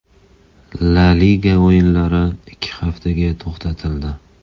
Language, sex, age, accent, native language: Uzbek, male, 30-39, Toshkent shahri, Uzbek